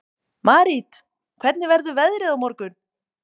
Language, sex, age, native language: Icelandic, female, 20-29, Icelandic